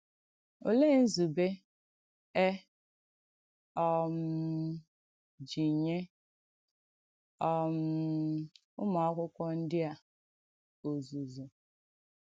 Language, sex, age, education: Igbo, female, 15-29, tertiary